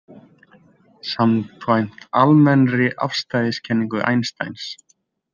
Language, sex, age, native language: Icelandic, male, 20-29, Icelandic